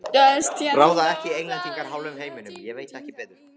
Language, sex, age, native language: Icelandic, male, 15, Icelandic